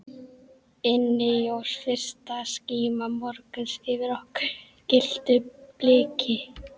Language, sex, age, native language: Icelandic, female, 12, Icelandic